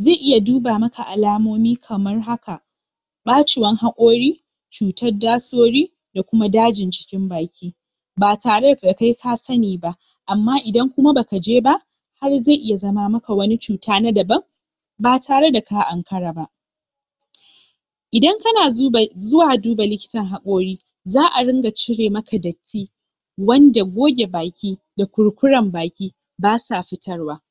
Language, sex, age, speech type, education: Hausa, female, 15-29, spontaneous, tertiary